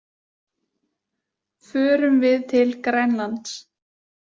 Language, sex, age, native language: Icelandic, female, 20-29, Icelandic